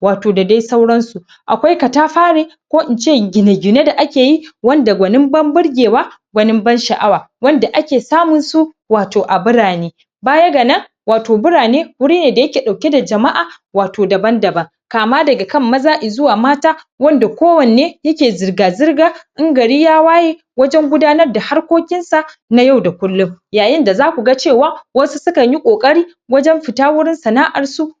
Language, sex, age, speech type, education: Hausa, male, 15-29, spontaneous, secondary